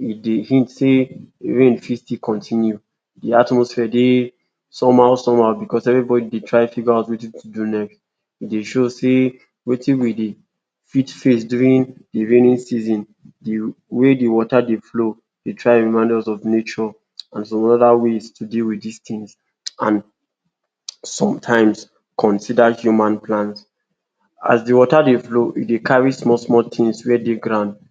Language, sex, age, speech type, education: Nigerian Pidgin, male, 46-60, spontaneous, tertiary